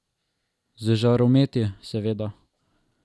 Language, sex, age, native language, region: Slovenian, male, 12-17, Slovenian, Drava region